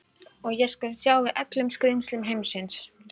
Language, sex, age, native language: Icelandic, female, 12, Icelandic